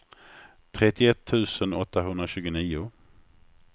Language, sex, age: Swedish, male, 49